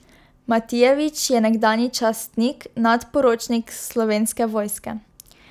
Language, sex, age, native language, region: Slovenian, female, 12-17, Slovenian, Drava region